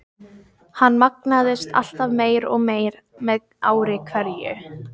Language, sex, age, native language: Icelandic, female, 15, Icelandic